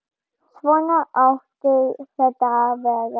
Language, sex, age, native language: Icelandic, female, 10, German